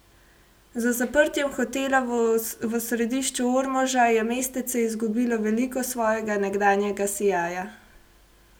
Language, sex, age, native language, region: Slovenian, female, 18-29, Slovenian, Gorenjska region